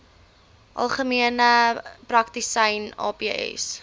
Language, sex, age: Afrikaans, female, 20